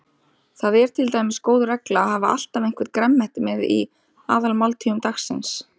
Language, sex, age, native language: Icelandic, female, 30-39, Icelandic